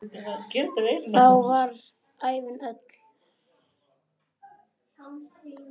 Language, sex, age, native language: Icelandic, male, 9, Icelandic